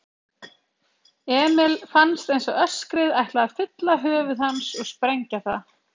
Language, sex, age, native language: Icelandic, female, 30-39, Icelandic